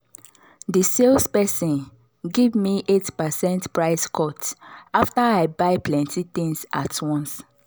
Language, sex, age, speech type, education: Nigerian Pidgin, female, 30-45, spontaneous, tertiary